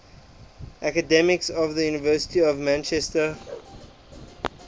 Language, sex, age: English, male, 23